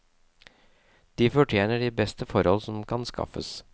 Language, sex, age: Norwegian, male, 37